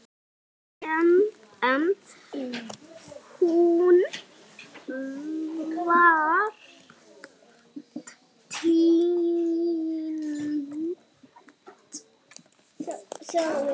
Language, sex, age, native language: Icelandic, male, 6, Icelandic